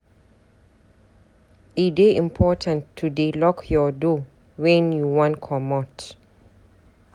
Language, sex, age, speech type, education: Nigerian Pidgin, female, 30-45, read, tertiary